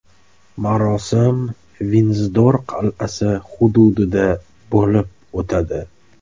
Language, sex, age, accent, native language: Uzbek, male, 25-34, Toshkent viloyati, Uzbek